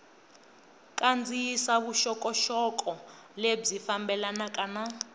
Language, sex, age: Tsonga, female, 20